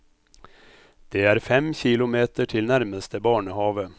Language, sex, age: Norwegian, male, 57